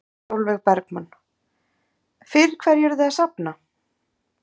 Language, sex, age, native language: Icelandic, female, 30-39, Icelandic